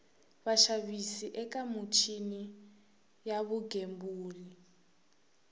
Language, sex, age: Tsonga, female, 21